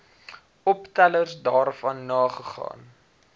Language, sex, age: Afrikaans, male, 19